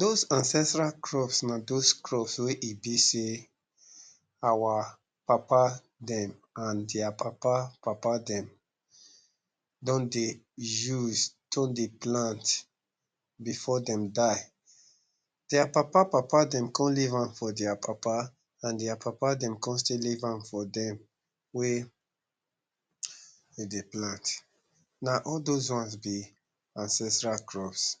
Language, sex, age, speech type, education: Nigerian Pidgin, male, 30-45, spontaneous, tertiary